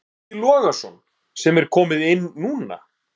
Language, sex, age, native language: Icelandic, male, 30-39, Icelandic